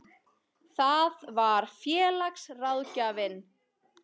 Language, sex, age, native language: Icelandic, female, 20-29, Icelandic